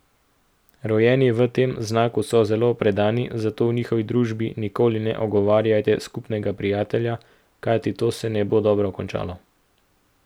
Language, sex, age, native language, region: Slovenian, male, 18-29, Slovenian, Central Slovenia